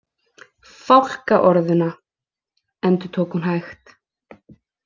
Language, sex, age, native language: Icelandic, female, 20-29, Icelandic